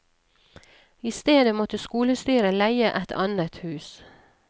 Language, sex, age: Norwegian, female, 39